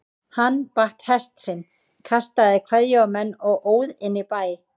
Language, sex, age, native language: Icelandic, female, 30-39, Icelandic